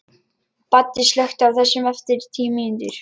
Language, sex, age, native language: Icelandic, male, 11, Lithuanian